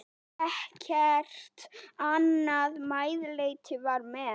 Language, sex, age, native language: Icelandic, female, 9, Icelandic